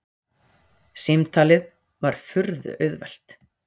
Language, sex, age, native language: Icelandic, female, 40-49, Icelandic